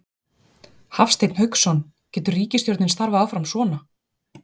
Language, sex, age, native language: Icelandic, female, 40-49, Icelandic